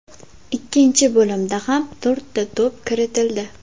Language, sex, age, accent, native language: Uzbek, female, 18-24, Farg'ona, Uzbek